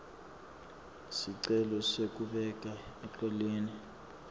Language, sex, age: Swati, male, 24